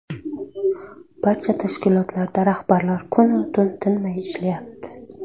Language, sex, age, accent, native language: Uzbek, female, 19-29, Surxondaryo, Uzbek